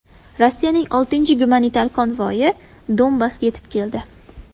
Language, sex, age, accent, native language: Uzbek, female, 18-24, Farg'ona, Uzbek